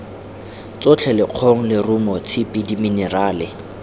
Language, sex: Tswana, male